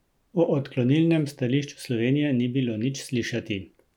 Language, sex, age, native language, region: Slovenian, male, 50-59, Slovenian, Central Slovenia